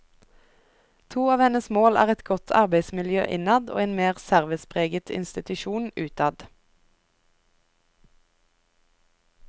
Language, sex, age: Norwegian, female, 24